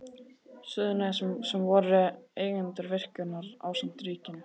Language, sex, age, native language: Icelandic, male, 12, Icelandic